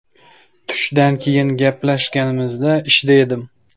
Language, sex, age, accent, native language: Uzbek, male, 25-34, Samarqand, Uzbek